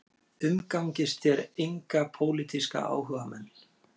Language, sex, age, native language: Icelandic, male, 40-49, Icelandic